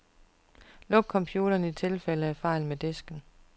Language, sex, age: Danish, female, 41